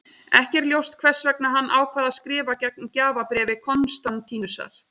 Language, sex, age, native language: Icelandic, female, 30-39, Icelandic